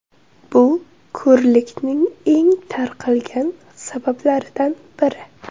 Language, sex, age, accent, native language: Uzbek, female, 18-24, Surxondaryo, Uzbek